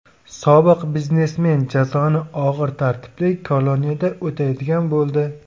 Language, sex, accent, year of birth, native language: Uzbek, male, Samarqand, 2002, Uzbek